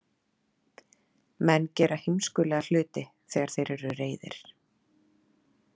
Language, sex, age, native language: Icelandic, female, 30-39, Icelandic